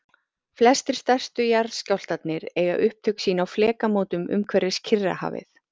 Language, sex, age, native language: Icelandic, female, 40-49, Icelandic